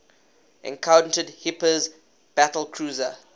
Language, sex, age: English, male, 21